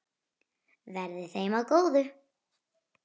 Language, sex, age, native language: Icelandic, female, 9, Icelandic